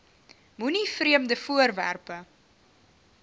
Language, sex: Afrikaans, female